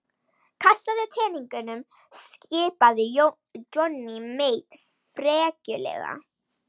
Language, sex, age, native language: Icelandic, female, 18-19, Icelandic